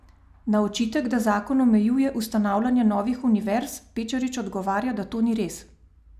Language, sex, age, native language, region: Slovenian, female, 30-49, Slovenian, Savinja region